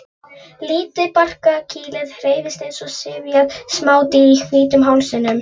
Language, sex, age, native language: Icelandic, female, 11, Polish